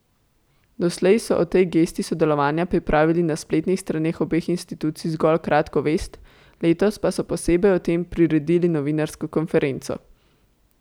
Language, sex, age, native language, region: Slovenian, female, 18-29, Slovenian, Central Slovenia